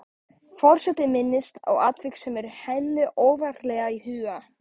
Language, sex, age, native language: Icelandic, male, 14, Icelandic